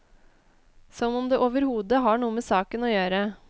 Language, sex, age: Norwegian, female, 21